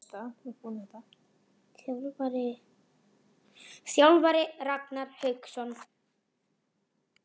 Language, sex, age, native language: Icelandic, female, 40-49, Icelandic